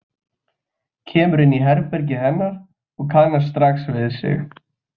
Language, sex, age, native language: Icelandic, male, 20-29, Icelandic